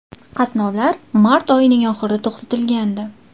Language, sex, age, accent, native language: Uzbek, female, 19-29, Farg'ona, Uzbek